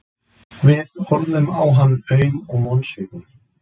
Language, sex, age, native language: Icelandic, male, 20-29, Icelandic